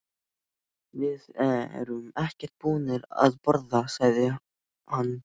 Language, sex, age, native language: Icelandic, male, 12, Icelandic